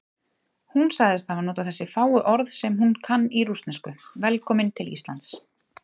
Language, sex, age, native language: Icelandic, female, 30-39, Icelandic